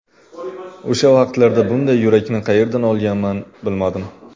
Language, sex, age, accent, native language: Uzbek, male, 25-34, Qashqadaryo, Uzbek